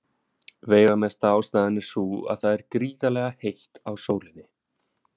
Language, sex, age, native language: Icelandic, male, 20-29, Icelandic